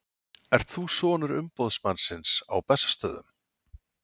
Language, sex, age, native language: Icelandic, male, 40-49, Icelandic